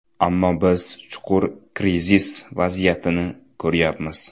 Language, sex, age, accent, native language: Uzbek, male, under 19, Toshkent viloyati, Uzbek